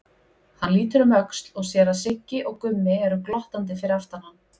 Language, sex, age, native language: Icelandic, female, 20-29, Icelandic